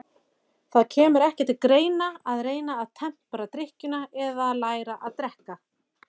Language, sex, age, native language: Icelandic, female, 40-49, Icelandic